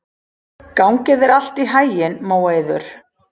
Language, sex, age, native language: Icelandic, female, 40-49, Icelandic